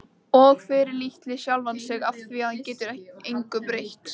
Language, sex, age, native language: Icelandic, female, 13, Icelandic